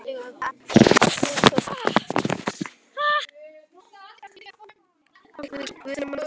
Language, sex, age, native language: Icelandic, male, 18-19, Icelandic